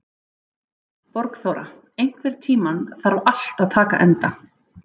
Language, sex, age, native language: Icelandic, female, 30-39, Icelandic